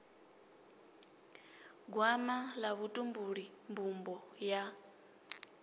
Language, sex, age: Venda, female, 25